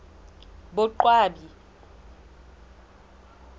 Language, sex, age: Southern Sotho, female, 22